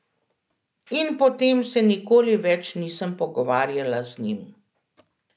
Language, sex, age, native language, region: Slovenian, female, 50-59, Slovenian, Central Slovenia